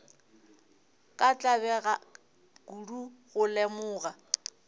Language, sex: Northern Sotho, female